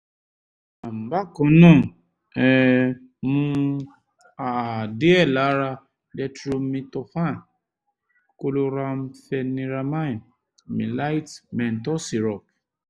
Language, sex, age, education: Yoruba, male, 30-45, tertiary